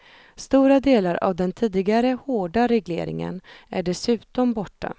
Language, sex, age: Swedish, female, 32